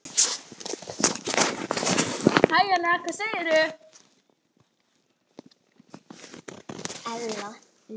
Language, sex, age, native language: Icelandic, other, 18-19, Icelandic